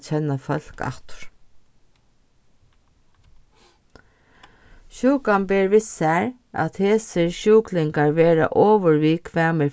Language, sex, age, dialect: Faroese, female, 36-60, Norðurstreymoy/Eysturoy